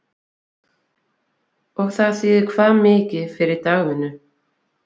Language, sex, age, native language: Icelandic, female, 20-29, Icelandic